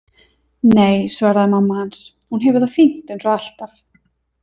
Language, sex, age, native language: Icelandic, female, 30-39, Icelandic